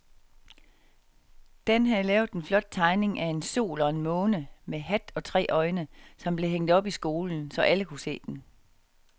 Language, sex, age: Danish, female, 49